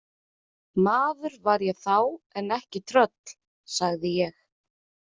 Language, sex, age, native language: Icelandic, female, 30-39, Icelandic